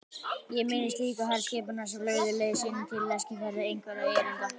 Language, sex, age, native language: Icelandic, female, 18-19, Icelandic